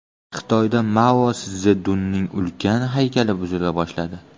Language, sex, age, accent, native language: Uzbek, male, 18-24, Namangan, Uzbek